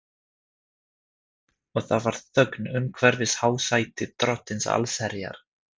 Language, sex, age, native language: Icelandic, male, 30-39, Swedish